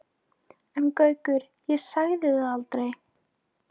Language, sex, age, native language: Icelandic, female, 13, Polish